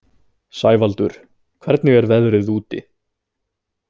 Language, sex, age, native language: Icelandic, male, 20-29, Icelandic